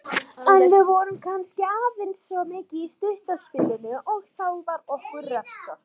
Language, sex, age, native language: Icelandic, female, 18-19, Icelandic